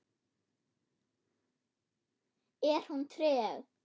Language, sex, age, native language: Icelandic, female, 8, German